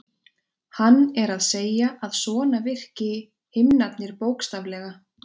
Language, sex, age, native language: Icelandic, female, 20-29, Icelandic